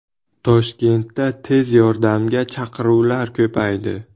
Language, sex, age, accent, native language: Uzbek, male, 18-24, Buxoro, Uzbek